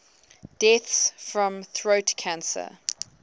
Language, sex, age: English, female, 19